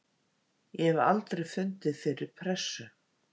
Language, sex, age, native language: Icelandic, female, 50-59, Icelandic